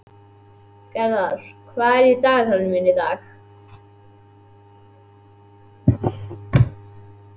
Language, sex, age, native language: Icelandic, male, 11, Icelandic